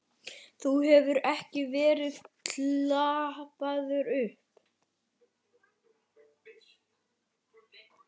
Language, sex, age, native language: Icelandic, male, 11, Icelandic